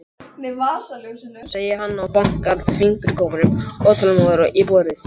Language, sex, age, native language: Icelandic, male, 11, Icelandic